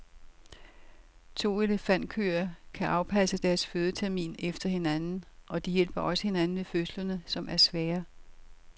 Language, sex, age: Danish, female, 67